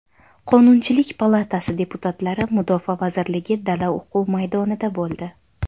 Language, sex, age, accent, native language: Uzbek, female, 19-29, Qashqadaryo, Uzbek